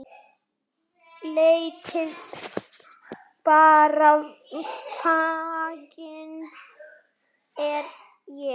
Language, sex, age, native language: Icelandic, female, 7, Icelandic